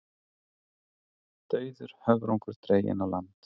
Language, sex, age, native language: Icelandic, male, 30-39, Icelandic